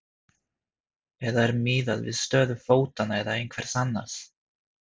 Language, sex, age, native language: Icelandic, male, 30-39, Swedish